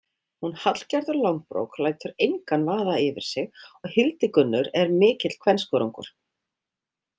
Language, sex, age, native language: Icelandic, female, 50-59, Icelandic